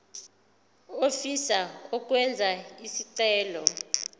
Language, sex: Zulu, female